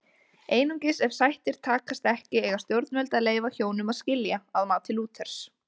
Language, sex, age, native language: Icelandic, female, 20-29, Icelandic